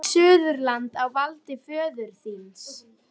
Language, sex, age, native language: Icelandic, female, 12, Icelandic